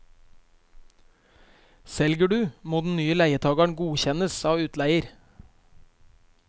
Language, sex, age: Norwegian, male, 23